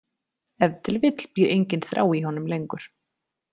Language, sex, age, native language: Icelandic, female, 30-39, Icelandic